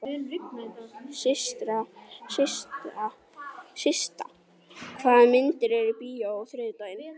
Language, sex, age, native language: Icelandic, female, 40-49, Icelandic